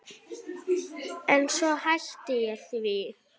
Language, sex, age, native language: Icelandic, female, 9, Icelandic